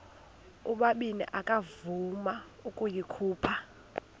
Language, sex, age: Xhosa, female, 21